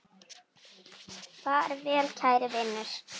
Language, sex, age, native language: Icelandic, female, 9, Icelandic